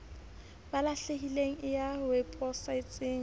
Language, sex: Southern Sotho, female